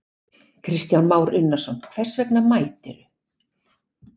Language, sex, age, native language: Icelandic, female, 60-69, Icelandic